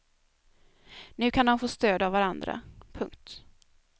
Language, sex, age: Swedish, female, 24